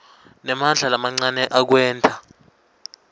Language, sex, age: Swati, male, 21